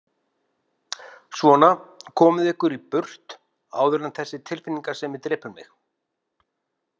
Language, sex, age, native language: Icelandic, male, 50-59, Icelandic